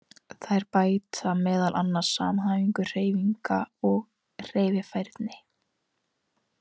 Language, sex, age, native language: Icelandic, female, 18-19, Icelandic